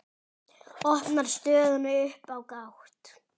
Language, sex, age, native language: Icelandic, male, 10, Icelandic